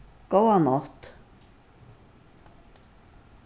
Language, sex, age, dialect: Faroese, female, 61+, Suðurstreymoy